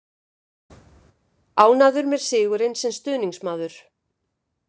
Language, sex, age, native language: Icelandic, female, 50-59, Icelandic